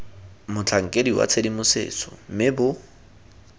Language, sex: Tswana, male